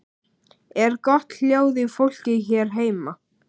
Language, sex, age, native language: Icelandic, male, 11, Icelandic